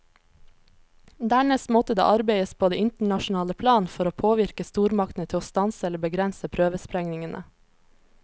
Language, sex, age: Norwegian, female, 26